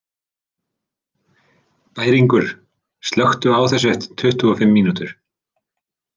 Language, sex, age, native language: Icelandic, male, 30-39, Icelandic